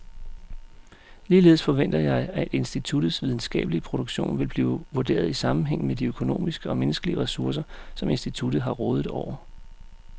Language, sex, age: Danish, male, 35